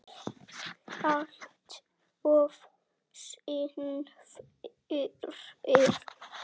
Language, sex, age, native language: Icelandic, male, 7, Icelandic